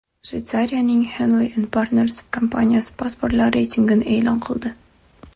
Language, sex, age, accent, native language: Uzbek, female, 18-24, Namangan, Uzbek